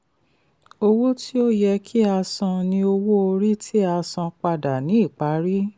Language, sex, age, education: Yoruba, female, 30-45, tertiary